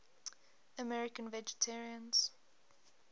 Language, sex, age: English, female, 20